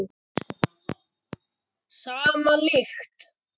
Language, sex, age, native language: Icelandic, male, 10, Icelandic